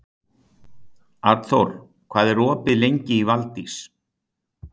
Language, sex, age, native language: Icelandic, male, 60-69, Icelandic